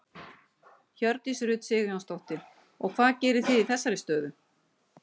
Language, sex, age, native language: Icelandic, female, 60-69, Icelandic